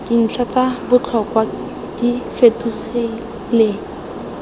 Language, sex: Tswana, female